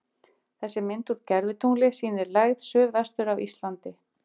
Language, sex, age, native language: Icelandic, female, 50-59, Icelandic